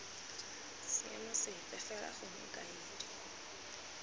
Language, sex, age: Tswana, female, 19